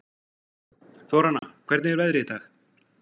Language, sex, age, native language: Icelandic, male, 40-49, Icelandic